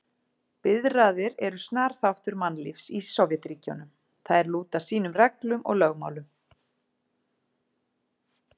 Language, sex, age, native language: Icelandic, female, 40-49, Icelandic